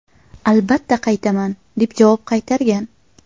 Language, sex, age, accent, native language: Uzbek, female, 18-24, Qashqadaryo, Uzbek